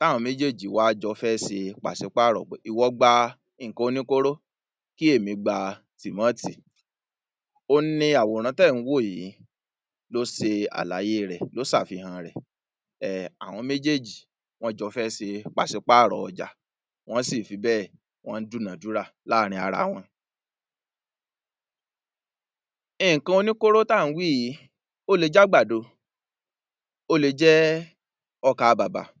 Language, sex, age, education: Yoruba, male, 30-45, tertiary